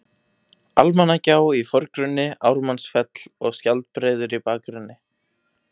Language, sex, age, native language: Icelandic, male, 18-19, Icelandic